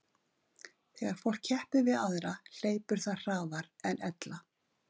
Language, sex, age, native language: Icelandic, female, 50-59, Icelandic